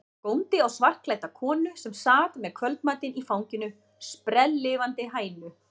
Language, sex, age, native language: Icelandic, female, 40-49, Icelandic